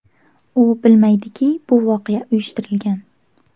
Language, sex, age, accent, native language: Uzbek, female, 19-29, Navoiy, Uzbek